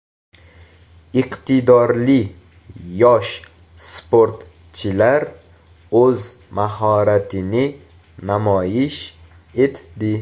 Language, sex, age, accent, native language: Uzbek, male, 18-24, Toshkent viloyati, Uzbek